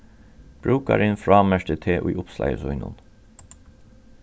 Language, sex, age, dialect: Faroese, male, 36-60, Norðurstreymoy/Eysturoy